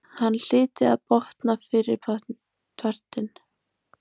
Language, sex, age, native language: Icelandic, female, 20-29, Icelandic